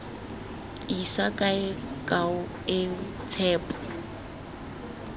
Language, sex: Tswana, female